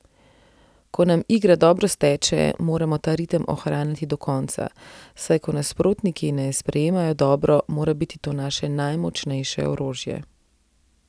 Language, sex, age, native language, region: Slovenian, female, 30-49, Slovenian, Central Slovenia